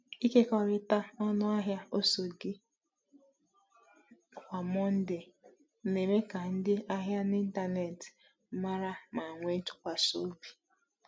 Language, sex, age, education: Igbo, female, 15-29, tertiary